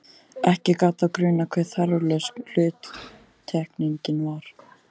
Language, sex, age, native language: Icelandic, male, 14, Icelandic